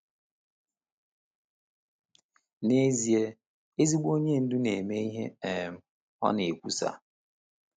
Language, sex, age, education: Igbo, male, 30-45, tertiary